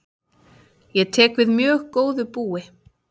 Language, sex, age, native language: Icelandic, female, 30-39, Icelandic